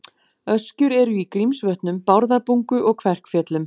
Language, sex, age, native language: Icelandic, female, 40-49, Icelandic